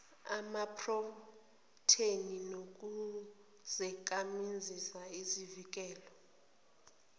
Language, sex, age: Zulu, female, 29